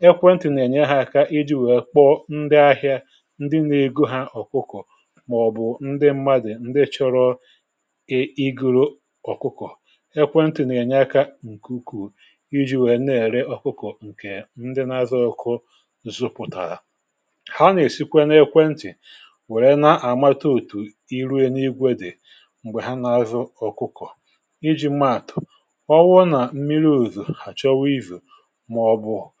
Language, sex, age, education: Igbo, male, 60+, tertiary